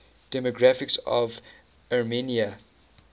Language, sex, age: English, male, 19